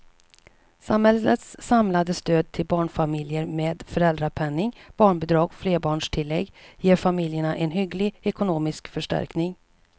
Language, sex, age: Swedish, female, 37